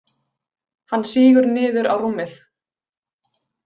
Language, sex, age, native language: Icelandic, female, 20-29, Icelandic